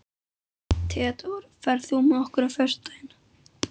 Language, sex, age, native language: Icelandic, female, 12, Icelandic